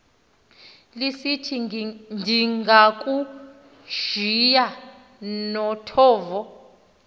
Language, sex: Xhosa, female